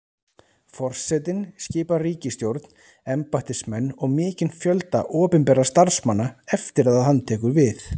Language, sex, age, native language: Icelandic, male, 30-39, Icelandic